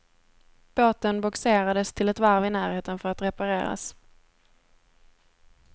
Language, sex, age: Swedish, female, 17